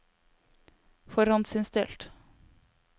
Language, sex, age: Norwegian, female, 22